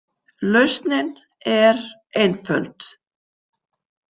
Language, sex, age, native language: Icelandic, female, 50-59, Icelandic